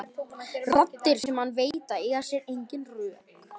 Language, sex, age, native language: Icelandic, male, 12, Icelandic